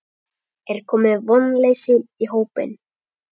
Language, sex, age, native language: Icelandic, male, 10, Icelandic